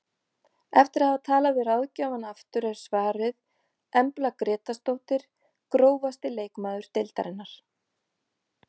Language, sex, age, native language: Icelandic, female, 50-59, Icelandic